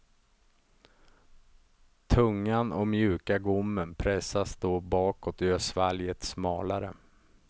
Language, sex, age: Swedish, male, 35